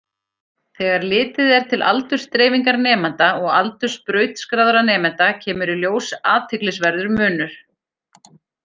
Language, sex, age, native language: Icelandic, female, 40-49, Icelandic